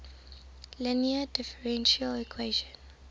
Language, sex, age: English, female, 23